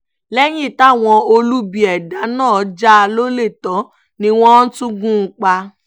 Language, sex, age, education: Yoruba, female, 15-29, tertiary